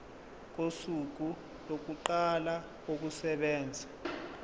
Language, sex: Zulu, male